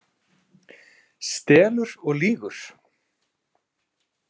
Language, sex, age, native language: Icelandic, male, 30-39, Icelandic